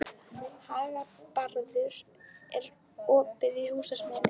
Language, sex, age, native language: Icelandic, female, 11, Icelandic